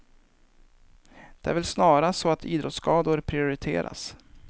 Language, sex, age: Swedish, male, 23